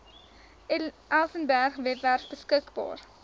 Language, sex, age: Afrikaans, female, 19